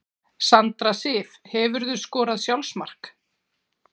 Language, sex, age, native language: Icelandic, female, 40-49, Icelandic